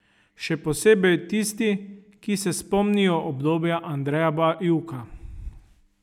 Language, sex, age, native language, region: Slovenian, male, 30-49, Slovenian, Savinja region